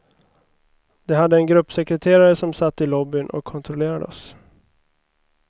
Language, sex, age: Swedish, male, 29